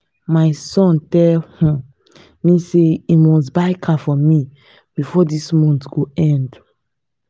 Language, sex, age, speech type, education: Nigerian Pidgin, female, 15-29, spontaneous, tertiary